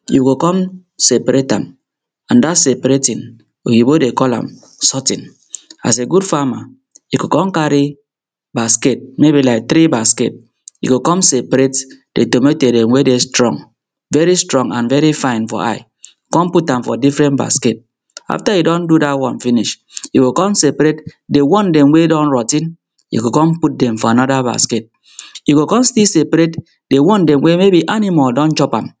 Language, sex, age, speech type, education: Nigerian Pidgin, male, 30-45, spontaneous, tertiary